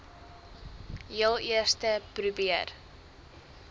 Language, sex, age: Afrikaans, female, 23